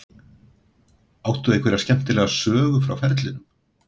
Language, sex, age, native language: Icelandic, male, 60-69, Icelandic